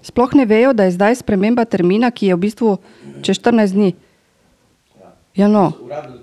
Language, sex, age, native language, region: Slovenian, female, 50-59, Slovenian, Drava region